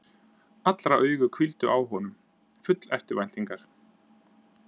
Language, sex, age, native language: Icelandic, male, 30-39, Icelandic